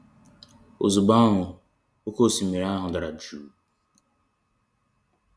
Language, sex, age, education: Igbo, male, 15-29, tertiary